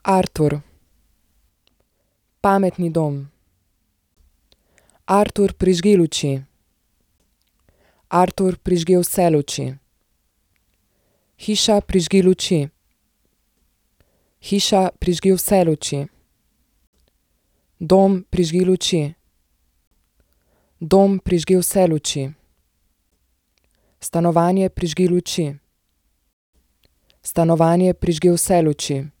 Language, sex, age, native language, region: Slovenian, female, 18-29, Slovenian, Zasavska region